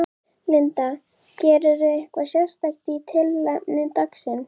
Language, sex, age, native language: Icelandic, female, 11, Icelandic